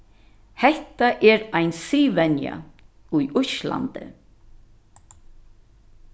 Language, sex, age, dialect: Faroese, female, 36-60, Norðurstreymoy/Eysturoy